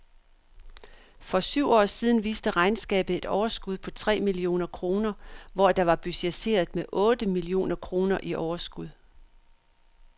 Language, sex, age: Danish, female, 62